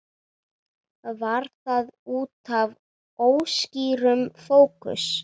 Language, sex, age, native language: Icelandic, female, 9, Icelandic